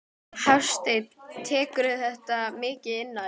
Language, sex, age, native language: Icelandic, female, 12, Icelandic